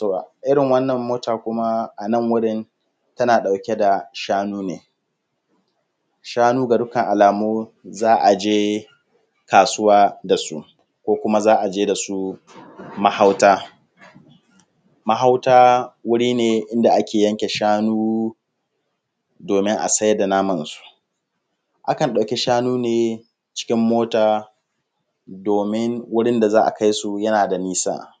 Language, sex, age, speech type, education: Hausa, male, 15-29, spontaneous, primary